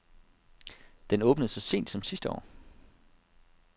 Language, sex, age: Danish, male, 32